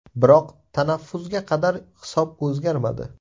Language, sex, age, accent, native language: Uzbek, male, 18-24, Navoiy, Uzbek